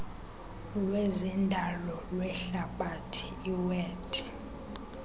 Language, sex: Xhosa, female